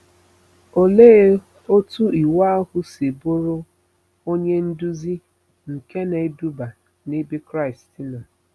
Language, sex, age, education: Igbo, female, 30-45, tertiary